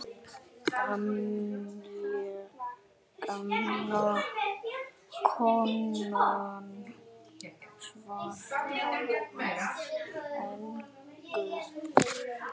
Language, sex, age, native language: Icelandic, male, 7, Icelandic